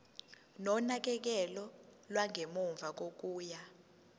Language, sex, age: Zulu, female, 19